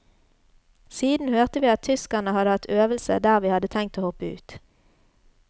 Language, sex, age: Norwegian, female, 33